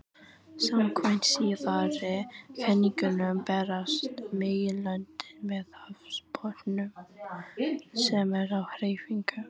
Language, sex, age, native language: Icelandic, female, 18-19, Icelandic